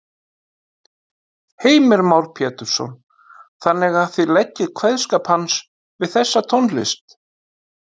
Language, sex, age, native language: Icelandic, male, 50-59, Icelandic